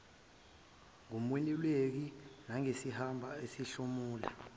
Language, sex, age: Zulu, male, 23